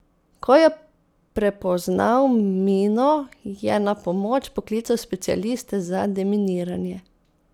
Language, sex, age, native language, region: Slovenian, female, 30-49, Slovenian, Posavska region